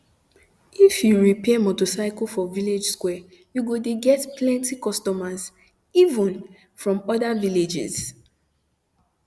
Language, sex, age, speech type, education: Nigerian Pidgin, female, 15-29, spontaneous, tertiary